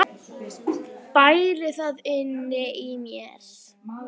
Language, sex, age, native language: Icelandic, female, 9, Icelandic